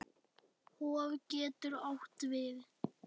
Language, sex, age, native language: Icelandic, male, 7, Icelandic